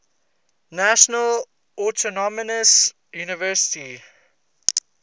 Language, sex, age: English, male, 20